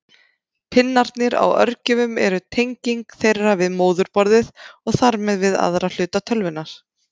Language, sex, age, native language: Icelandic, female, 30-39, Icelandic